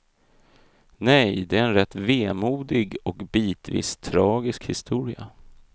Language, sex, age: Swedish, male, 32